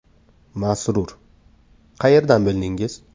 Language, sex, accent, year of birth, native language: Uzbek, male, Samarqand, 2004, Uzbek